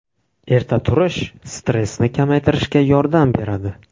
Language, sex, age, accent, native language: Uzbek, male, 18-24, Navoiy, Uzbek